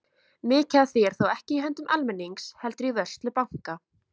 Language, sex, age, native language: Icelandic, female, 20-29, Icelandic